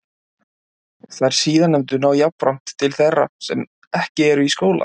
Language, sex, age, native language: Icelandic, male, 20-29, Icelandic